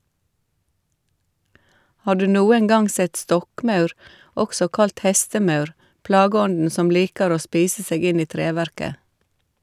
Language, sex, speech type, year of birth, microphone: Norwegian, female, read, 1956, Shure